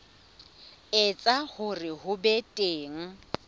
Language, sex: Southern Sotho, female